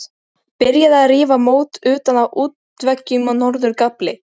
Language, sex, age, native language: Icelandic, female, 13, Icelandic